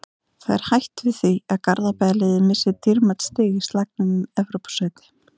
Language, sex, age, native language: Icelandic, female, 30-39, Icelandic